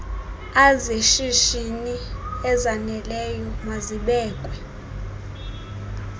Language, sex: Xhosa, female